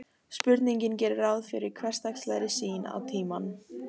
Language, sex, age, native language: Icelandic, female, 18-19, Icelandic